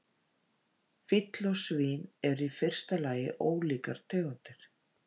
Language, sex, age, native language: Icelandic, female, 50-59, Icelandic